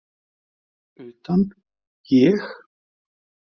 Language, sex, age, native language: Icelandic, male, 30-39, Icelandic